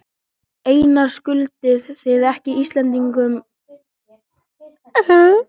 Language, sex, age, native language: Icelandic, male, 13, Icelandic